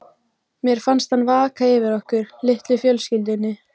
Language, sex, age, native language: Icelandic, female, 14, Icelandic